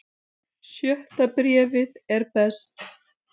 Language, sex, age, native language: Icelandic, male, 8, Icelandic